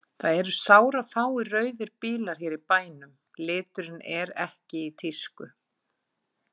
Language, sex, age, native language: Icelandic, female, 40-49, Icelandic